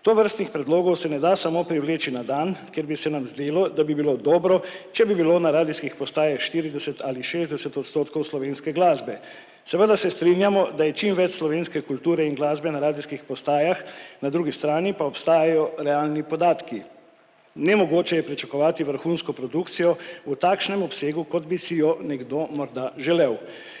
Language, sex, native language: Slovenian, male, Slovenian